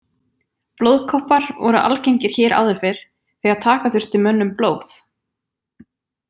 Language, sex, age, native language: Icelandic, female, 20-29, Icelandic